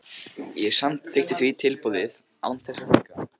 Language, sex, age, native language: Icelandic, male, 15, Icelandic